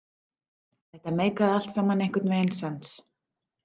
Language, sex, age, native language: Icelandic, female, 40-49, Icelandic